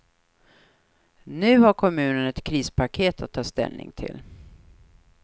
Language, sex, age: Swedish, female, 43